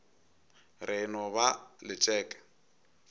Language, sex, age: Northern Sotho, male, 22